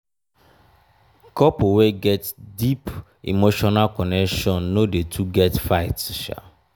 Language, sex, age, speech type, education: Nigerian Pidgin, male, 30-45, spontaneous, tertiary